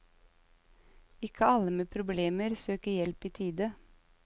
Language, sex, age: Norwegian, female, 35